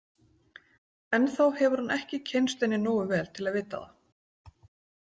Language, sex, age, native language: Icelandic, female, 40-49, Icelandic